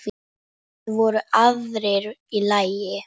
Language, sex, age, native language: Icelandic, female, 10, Icelandic